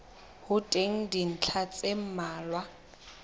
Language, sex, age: Southern Sotho, female, 20